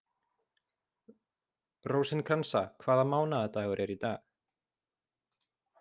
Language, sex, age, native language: Icelandic, male, 20-29, Icelandic